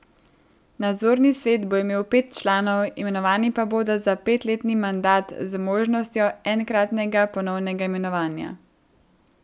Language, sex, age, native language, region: Slovenian, female, 18-29, Slovenian, Central Slovenia